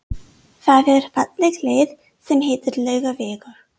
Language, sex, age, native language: Icelandic, female, 30-39, English